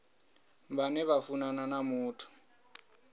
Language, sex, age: Venda, male, 22